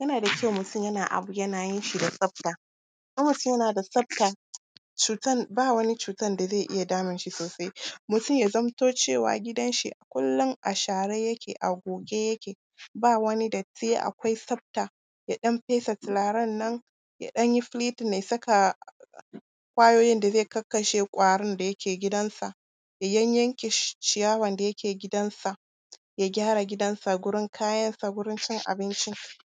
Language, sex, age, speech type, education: Hausa, female, 15-29, spontaneous, primary